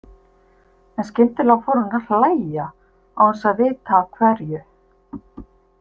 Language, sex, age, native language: Icelandic, female, 50-59, Icelandic